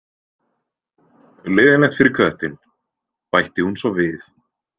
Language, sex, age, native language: Icelandic, male, 20-29, Icelandic